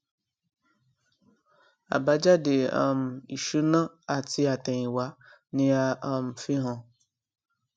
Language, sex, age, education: Yoruba, female, 15-29, tertiary